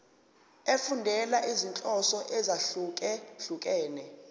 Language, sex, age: Zulu, male, 29